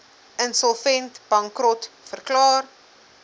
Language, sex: Afrikaans, female